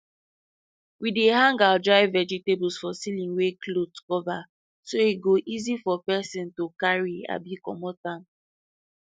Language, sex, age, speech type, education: Nigerian Pidgin, female, 15-29, spontaneous, tertiary